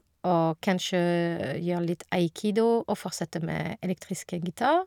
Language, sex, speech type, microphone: Norwegian, female, spontaneous, Shure